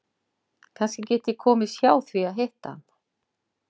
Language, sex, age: Icelandic, female, 60-69